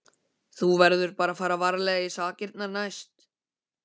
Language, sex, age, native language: Icelandic, male, 15, Icelandic